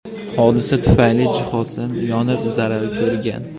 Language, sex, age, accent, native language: Uzbek, male, 18-24, Andijon, Uzbek